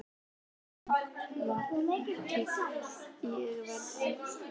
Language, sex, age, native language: Icelandic, female, 11, Icelandic